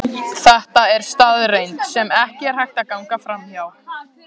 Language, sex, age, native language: Icelandic, male, 14, Icelandic